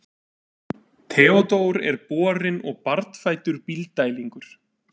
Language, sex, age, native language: Icelandic, male, 30-39, Icelandic